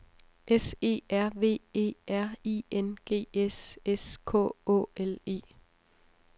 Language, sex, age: Danish, female, 34